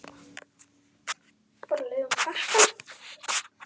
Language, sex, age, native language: Icelandic, female, 10, Icelandic